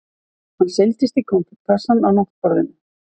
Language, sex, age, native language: Icelandic, female, 50-59, Icelandic